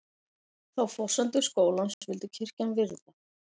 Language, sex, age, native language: Icelandic, female, 40-49, Icelandic